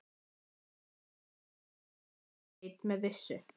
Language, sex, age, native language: Icelandic, female, 11, Icelandic